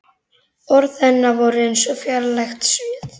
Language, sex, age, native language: Icelandic, male, 11, Icelandic